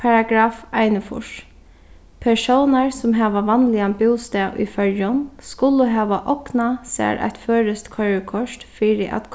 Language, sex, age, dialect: Faroese, female, 15-35, Sandoy